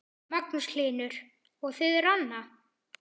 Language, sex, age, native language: Icelandic, male, 10, Icelandic